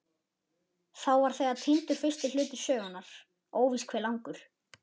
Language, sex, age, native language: Icelandic, male, 11, Icelandic